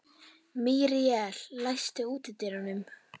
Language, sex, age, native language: Icelandic, female, 12, Icelandic